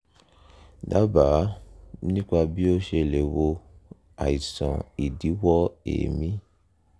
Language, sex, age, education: Yoruba, male, 15-29, tertiary